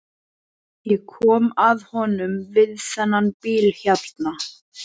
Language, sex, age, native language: Icelandic, male, 11, Icelandic